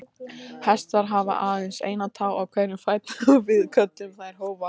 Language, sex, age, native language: Icelandic, female, 18-19, Icelandic